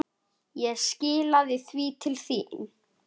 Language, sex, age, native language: Icelandic, male, 8, Icelandic